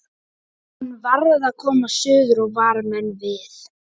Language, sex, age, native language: Icelandic, male, 11, Icelandic